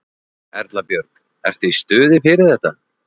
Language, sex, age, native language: Icelandic, male, 40-49, Icelandic